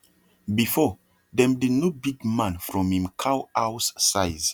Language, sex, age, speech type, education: Nigerian Pidgin, male, 30-45, spontaneous, tertiary